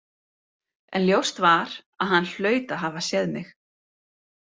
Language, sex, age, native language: Icelandic, female, 30-39, Icelandic